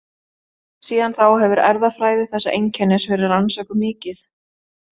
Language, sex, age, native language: Icelandic, female, 20-29, Icelandic